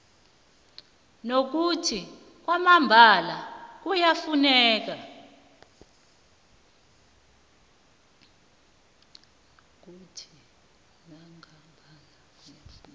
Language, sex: South Ndebele, female